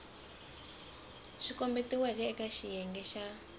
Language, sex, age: Tsonga, female, 18